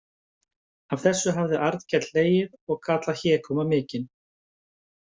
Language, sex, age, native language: Icelandic, male, 50-59, Icelandic